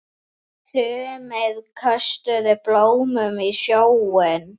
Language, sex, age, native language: Icelandic, male, 8, Icelandic